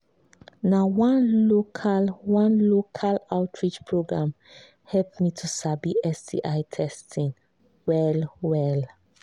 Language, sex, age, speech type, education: Nigerian Pidgin, female, 15-29, spontaneous, tertiary